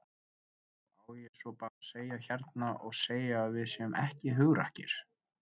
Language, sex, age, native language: Icelandic, male, 20-29, Icelandic